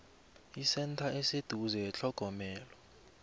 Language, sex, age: South Ndebele, male, 20